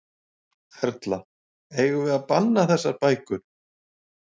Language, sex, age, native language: Icelandic, male, 40-49, Icelandic